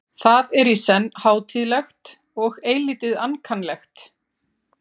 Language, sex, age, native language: Icelandic, female, 40-49, Icelandic